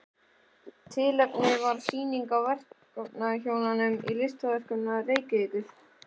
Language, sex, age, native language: Icelandic, male, 11, Icelandic